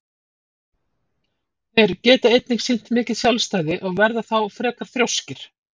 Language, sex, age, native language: Icelandic, female, 40-49, Icelandic